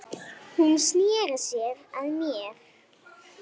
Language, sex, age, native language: Icelandic, female, 9, Icelandic